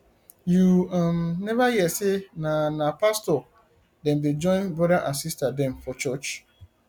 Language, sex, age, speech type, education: Nigerian Pidgin, male, 30-45, spontaneous, tertiary